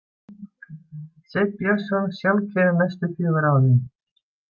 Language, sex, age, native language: Icelandic, female, 70-79, Icelandic